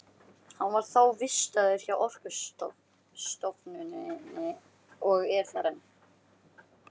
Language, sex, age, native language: Icelandic, male, 13, Icelandic